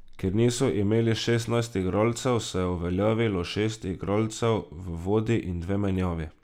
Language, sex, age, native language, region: Slovenian, male, 18-29, Slovenian, Drava region